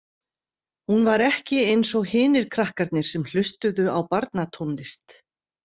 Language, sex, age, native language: Icelandic, female, 60-69, Icelandic